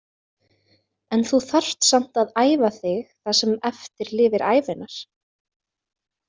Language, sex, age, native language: Icelandic, female, 20-29, Icelandic